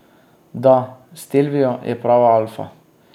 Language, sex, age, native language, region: Slovenian, male, 30-49, Slovenian, Drava region